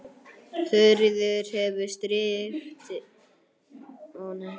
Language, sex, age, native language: Icelandic, male, 9, Icelandic